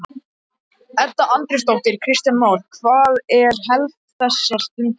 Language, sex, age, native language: Icelandic, male, 13, Icelandic